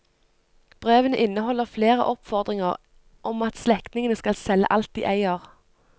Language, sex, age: Norwegian, female, 25